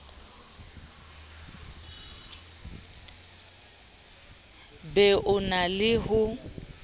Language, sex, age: Southern Sotho, female, 29